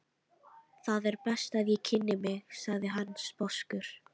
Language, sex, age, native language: Icelandic, female, 13, Icelandic